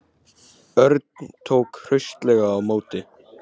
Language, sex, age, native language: Icelandic, male, 18-19, Icelandic